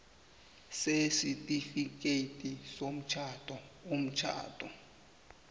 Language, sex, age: South Ndebele, male, 24